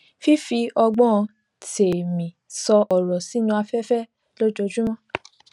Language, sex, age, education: Yoruba, female, 15-29, tertiary